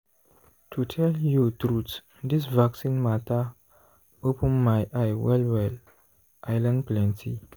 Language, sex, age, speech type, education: Nigerian Pidgin, male, 15-29, spontaneous, tertiary